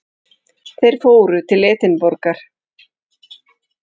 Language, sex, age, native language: Icelandic, female, 40-49, Icelandic